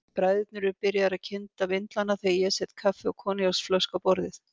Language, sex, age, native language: Icelandic, female, 50-59, Icelandic